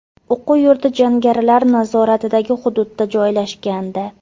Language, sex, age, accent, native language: Uzbek, female, 25-34, Farg'ona, Uzbek